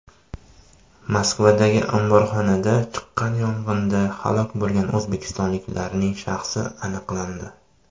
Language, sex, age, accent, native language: Uzbek, male, 30-39, Toshkent shahri, Uzbek